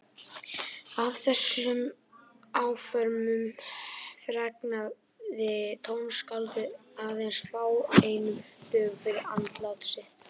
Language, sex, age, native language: Icelandic, male, 18-19, Icelandic